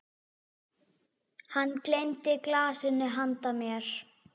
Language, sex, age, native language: Icelandic, female, 6, Icelandic